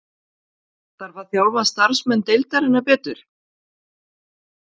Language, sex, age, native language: Icelandic, female, 40-49, Icelandic